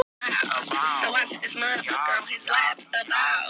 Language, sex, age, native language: Icelandic, female, 18-19, Thai